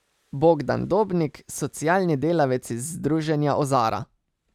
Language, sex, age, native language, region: Slovenian, male, 30-49, Slovenian, Savinja region